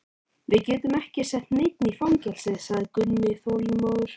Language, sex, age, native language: Icelandic, male, 13, Icelandic